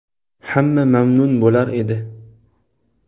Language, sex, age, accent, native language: Uzbek, male, 18-24, Toshkent shahri, Uzbek